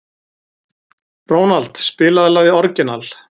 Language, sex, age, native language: Icelandic, male, 40-49, Icelandic